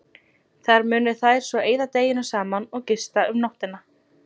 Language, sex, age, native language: Icelandic, female, 20-29, Icelandic